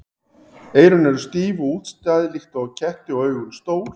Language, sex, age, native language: Icelandic, male, 40-49, Icelandic